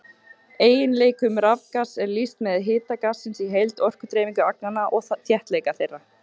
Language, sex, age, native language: Icelandic, female, 18-19, Icelandic